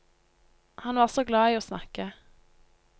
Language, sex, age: Norwegian, female, 19